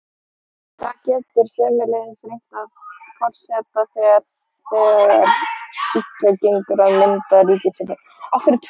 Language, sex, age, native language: Icelandic, female, 18-19, Icelandic